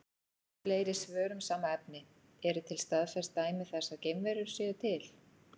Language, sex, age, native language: Icelandic, female, 40-49, Icelandic